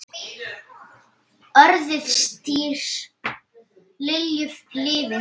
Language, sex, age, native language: Icelandic, female, 8, Icelandic